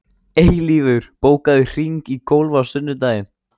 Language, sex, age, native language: Icelandic, male, 14, Icelandic